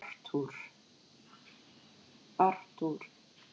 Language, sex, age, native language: Icelandic, female, 40-49, Icelandic